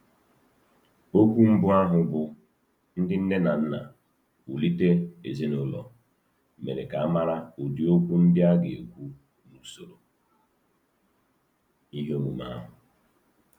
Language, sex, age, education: Igbo, male, 30-45, tertiary